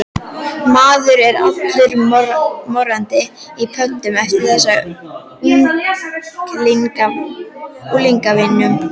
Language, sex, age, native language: Icelandic, female, 12, Icelandic